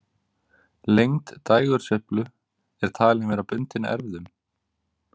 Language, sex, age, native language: Icelandic, male, 20-29, Icelandic